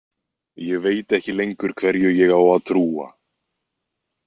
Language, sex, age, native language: Icelandic, male, 20-29, Icelandic